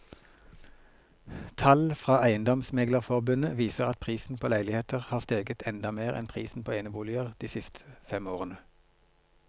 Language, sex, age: Norwegian, male, 42